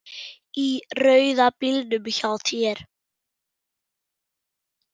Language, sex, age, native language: Icelandic, male, 8, German